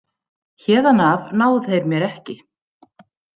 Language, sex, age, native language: Icelandic, female, 60-69, Icelandic